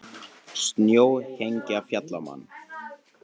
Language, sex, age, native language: Icelandic, male, 18-19, Icelandic